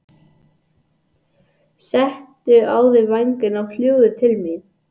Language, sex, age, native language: Icelandic, male, 80-89, English